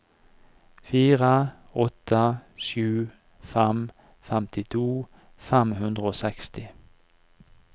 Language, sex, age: Norwegian, male, 49